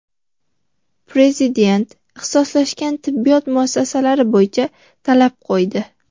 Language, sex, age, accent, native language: Uzbek, female, 12-17, Farg'ona, Uzbek